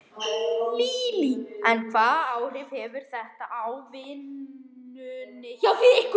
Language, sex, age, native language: Icelandic, male, 11, Icelandic